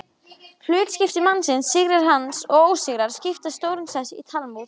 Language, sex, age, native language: Icelandic, female, 20-29, Icelandic